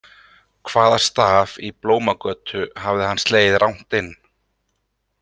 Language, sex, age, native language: Icelandic, male, 30-39, Icelandic